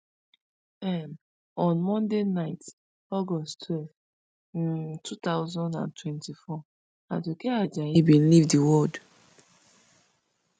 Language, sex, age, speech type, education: Nigerian Pidgin, female, 15-29, spontaneous, tertiary